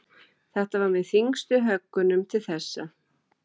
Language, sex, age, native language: Icelandic, female, 12, Icelandic